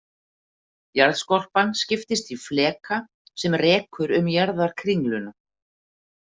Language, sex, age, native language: Icelandic, female, 50-59, Icelandic